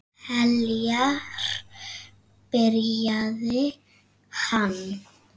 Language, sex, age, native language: Icelandic, female, 6, Icelandic